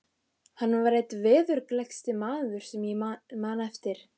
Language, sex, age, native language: Icelandic, female, 15, Icelandic